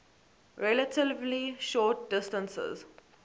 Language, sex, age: English, female, 18